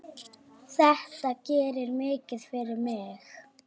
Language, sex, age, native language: Icelandic, female, 9, Icelandic